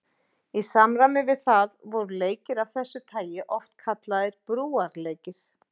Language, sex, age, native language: Icelandic, female, 40-49, Icelandic